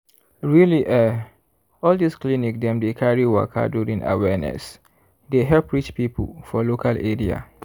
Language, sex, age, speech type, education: Nigerian Pidgin, male, 15-29, spontaneous, tertiary